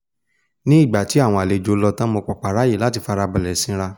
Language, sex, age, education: Yoruba, male, 15-29, tertiary